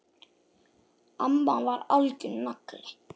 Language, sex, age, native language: Icelandic, male, 8, Icelandic